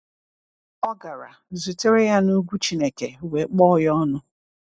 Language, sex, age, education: Igbo, female, 30-45, tertiary